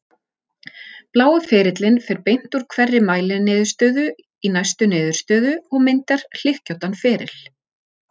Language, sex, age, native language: Icelandic, female, 40-49, Icelandic